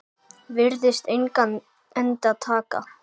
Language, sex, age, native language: Icelandic, male, 8, Icelandic